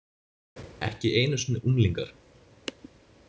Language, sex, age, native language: Icelandic, male, 20-29, Icelandic